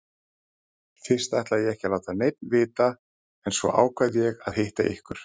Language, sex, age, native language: Icelandic, male, 30-39, Icelandic